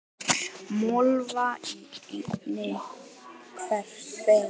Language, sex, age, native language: Icelandic, female, 18-19, Icelandic